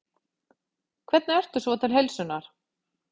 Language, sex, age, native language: Icelandic, female, 50-59, Icelandic